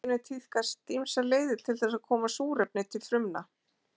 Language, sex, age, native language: Icelandic, female, 40-49, Icelandic